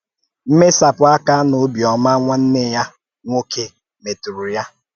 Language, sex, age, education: Igbo, male, 30-45, tertiary